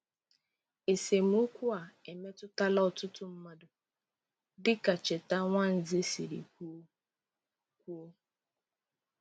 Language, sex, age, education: Igbo, female, 15-29, tertiary